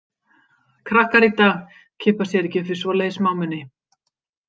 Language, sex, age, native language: Icelandic, female, 50-59, Icelandic